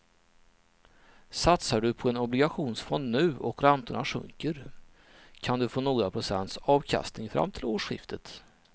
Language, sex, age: Swedish, male, 39